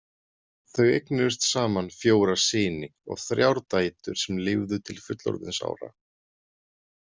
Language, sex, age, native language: Icelandic, male, 30-39, Icelandic